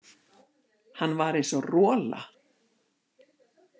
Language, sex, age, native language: Icelandic, female, 60-69, Icelandic